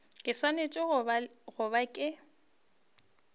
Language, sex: Northern Sotho, female